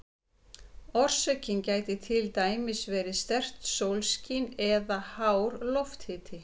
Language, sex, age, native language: Icelandic, female, 50-59, Icelandic